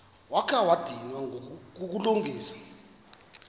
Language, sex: Xhosa, male